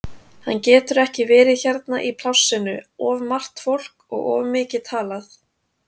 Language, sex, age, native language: Icelandic, female, 30-39, Icelandic